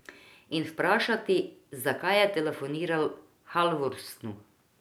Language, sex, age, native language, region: Slovenian, female, 50-59, Croatian, Drava region